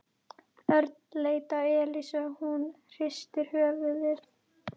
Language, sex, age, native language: Icelandic, female, 11, Icelandic